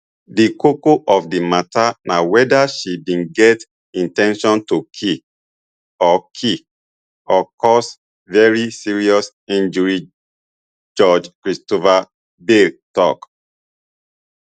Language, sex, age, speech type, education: Nigerian Pidgin, male, 30-45, spontaneous, tertiary